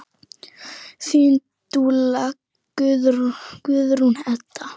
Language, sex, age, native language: Icelandic, female, 9, Icelandic